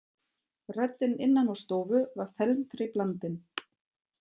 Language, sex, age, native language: Icelandic, female, 30-39, German